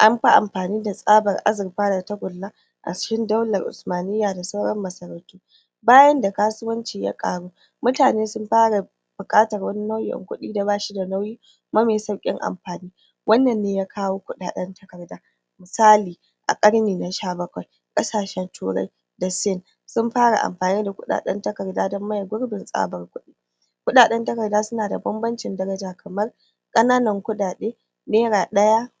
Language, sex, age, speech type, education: Hausa, female, 15-29, spontaneous, primary